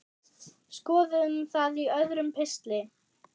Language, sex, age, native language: Icelandic, male, 6, German